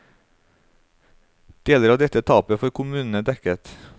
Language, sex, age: Norwegian, male, 35